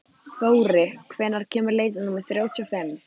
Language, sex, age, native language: Icelandic, female, 14, Icelandic